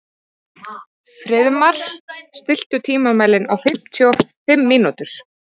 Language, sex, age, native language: Icelandic, female, 30-39, Icelandic